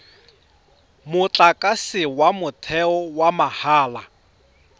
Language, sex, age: Tswana, male, 31